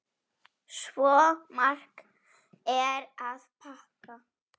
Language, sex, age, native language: Icelandic, female, 7, Polish